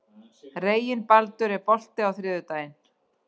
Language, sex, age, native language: Icelandic, female, 40-49, Icelandic